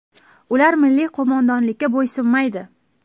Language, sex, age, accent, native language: Uzbek, female, 18-24, Toshkent viloyati, Uzbek